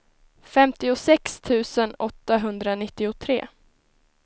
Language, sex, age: Swedish, female, 19